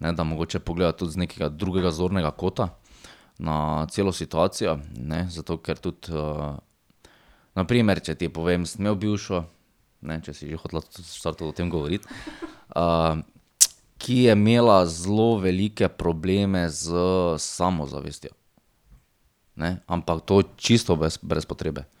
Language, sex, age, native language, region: Slovenian, male, 30-49, Slovenian, Drava region